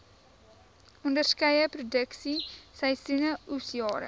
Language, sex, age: Afrikaans, female, 19